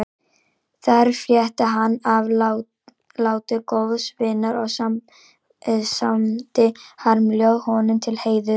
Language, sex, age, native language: Icelandic, female, 18-19, Icelandic